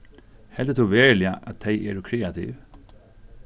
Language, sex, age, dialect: Faroese, male, 36-60, Suðurstreymoy